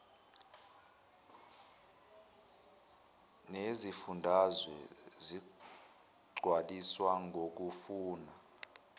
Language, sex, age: Zulu, male, 21